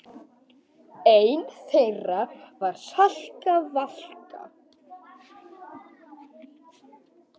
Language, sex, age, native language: Icelandic, female, 9, Icelandic